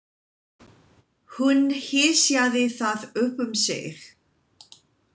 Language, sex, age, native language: Icelandic, female, 20-29, English